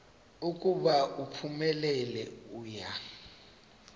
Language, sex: Xhosa, male